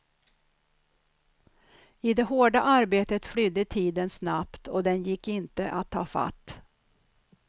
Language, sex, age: Swedish, female, 63